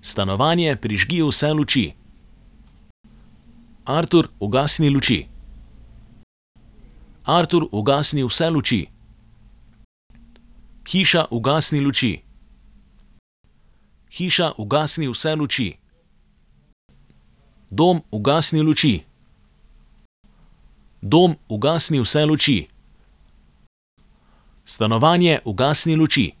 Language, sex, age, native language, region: Slovenian, male, 30-49, Slovenian, Savinja region